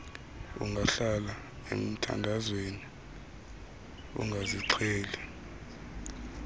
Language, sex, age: Xhosa, male, 33